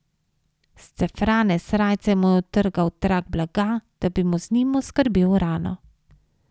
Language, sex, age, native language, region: Slovenian, female, 50-59, Slovenian, Savinja region